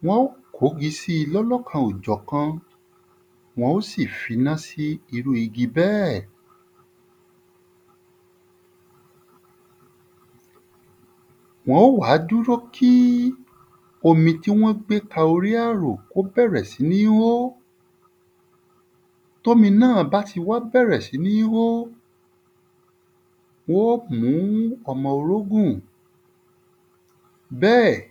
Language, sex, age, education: Yoruba, male, 30-45, tertiary